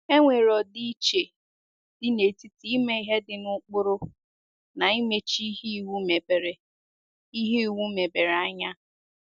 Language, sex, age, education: Igbo, female, 15-29, secondary